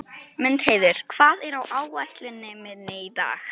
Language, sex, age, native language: Icelandic, female, 11, Icelandic